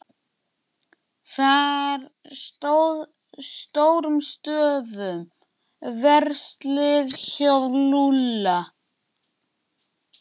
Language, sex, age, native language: Icelandic, male, 12, Icelandic